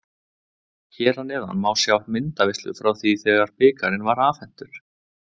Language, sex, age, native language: Icelandic, male, 20-29, Icelandic